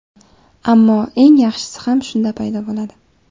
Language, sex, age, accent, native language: Uzbek, female, 18-24, Samarqand, Uzbek